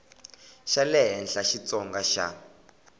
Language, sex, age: Tsonga, male, 21